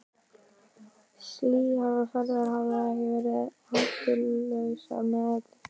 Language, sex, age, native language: Icelandic, male, 12, Icelandic